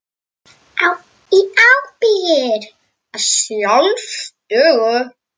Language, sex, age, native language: Icelandic, female, 18-19, Icelandic